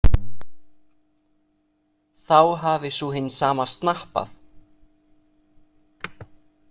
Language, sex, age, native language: Icelandic, male, 30-39, Italian